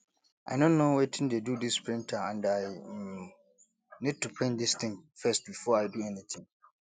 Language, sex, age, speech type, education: Nigerian Pidgin, male, 15-29, spontaneous, tertiary